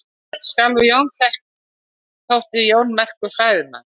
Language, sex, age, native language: Icelandic, female, 60-69, Icelandic